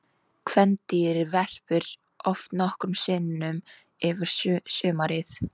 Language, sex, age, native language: Icelandic, female, 18-19, Icelandic